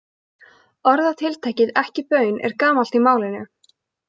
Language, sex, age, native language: Icelandic, female, 20-29, Icelandic